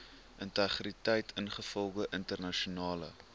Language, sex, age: Afrikaans, male, 19